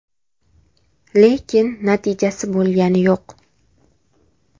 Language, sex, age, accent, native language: Uzbek, female, 18-24, Andijon, Uzbek